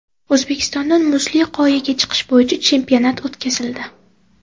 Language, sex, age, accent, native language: Uzbek, female, 18-24, Toshkent viloyati, Uzbek